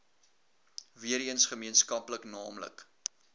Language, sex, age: Afrikaans, male, 21